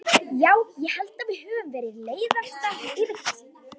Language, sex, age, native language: Icelandic, female, 13, Icelandic